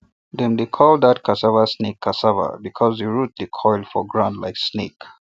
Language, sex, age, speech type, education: Nigerian Pidgin, male, 30-45, spontaneous, tertiary